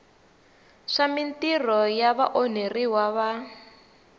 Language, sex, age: Tsonga, female, 19